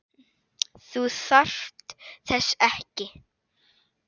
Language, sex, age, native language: Icelandic, female, 8, Icelandic